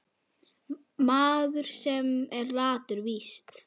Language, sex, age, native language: Icelandic, female, 10, Icelandic